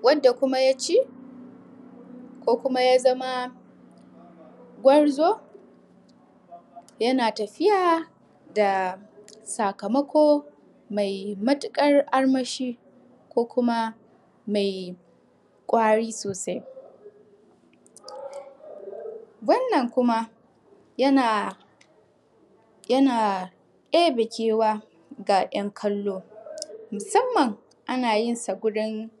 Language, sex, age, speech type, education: Hausa, female, 15-29, spontaneous, tertiary